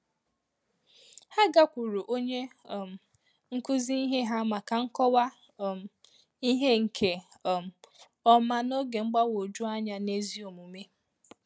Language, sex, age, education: Igbo, female, 15-29, tertiary